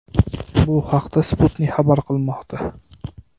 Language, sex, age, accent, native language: Uzbek, male, 25-34, Namangan, Uzbek